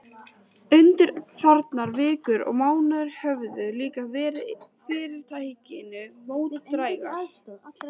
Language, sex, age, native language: Icelandic, female, 13, Icelandic